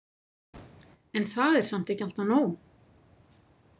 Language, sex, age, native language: Icelandic, female, 50-59, Icelandic